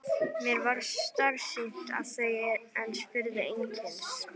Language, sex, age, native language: Icelandic, female, 11, Icelandic